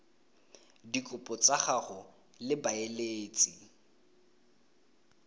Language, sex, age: Tswana, male, 20